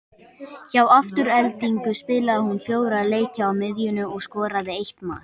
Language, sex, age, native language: Icelandic, male, 18-19, Icelandic